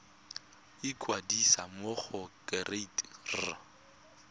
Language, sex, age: Tswana, male, 21